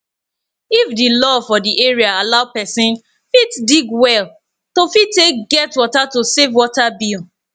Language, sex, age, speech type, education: Nigerian Pidgin, female, 15-29, spontaneous, tertiary